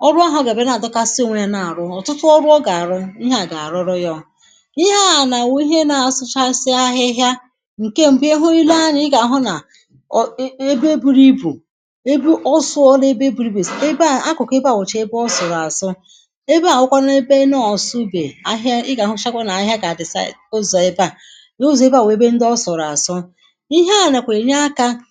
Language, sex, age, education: Igbo, female, 46-60, secondary